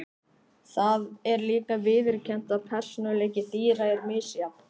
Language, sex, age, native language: Icelandic, male, 18-19, Icelandic